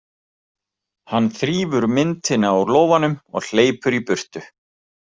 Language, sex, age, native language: Icelandic, male, 40-49, Icelandic